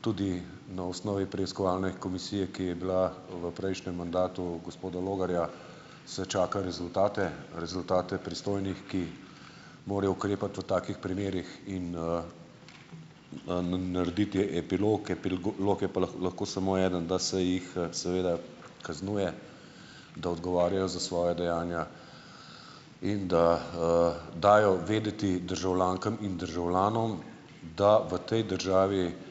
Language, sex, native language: Slovenian, male, Slovenian